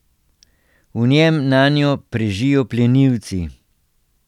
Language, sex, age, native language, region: Slovenian, male, 60+, Slovenian, Central Slovenia